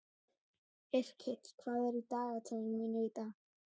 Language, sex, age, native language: Icelandic, male, 11, Icelandic